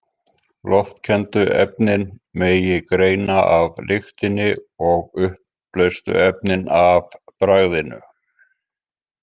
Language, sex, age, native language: Icelandic, male, 50-59, Icelandic